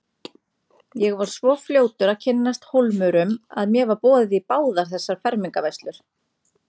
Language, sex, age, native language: Icelandic, female, 30-39, Icelandic